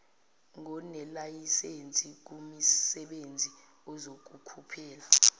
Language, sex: Zulu, female